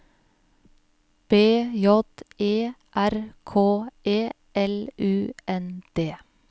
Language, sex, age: Norwegian, female, 41